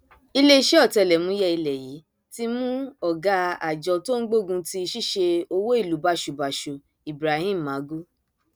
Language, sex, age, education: Yoruba, female, 30-45, tertiary